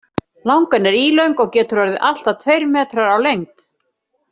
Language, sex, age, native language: Icelandic, female, 70-79, Icelandic